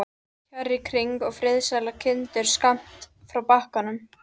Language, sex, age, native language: Icelandic, female, 13, Icelandic